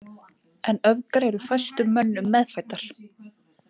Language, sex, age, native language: Icelandic, female, 20-29, Icelandic